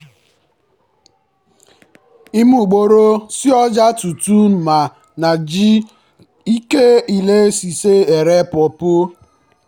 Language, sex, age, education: Yoruba, male, 15-29, tertiary